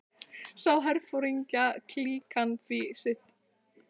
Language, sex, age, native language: Icelandic, female, 14, Icelandic